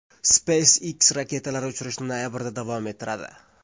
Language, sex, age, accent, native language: Uzbek, male, 25-34, Surxondaryo, Uzbek